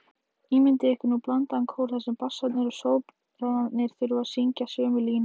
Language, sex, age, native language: Icelandic, female, 18-19, Icelandic